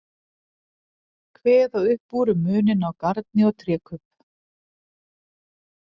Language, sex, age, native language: Icelandic, female, 40-49, Icelandic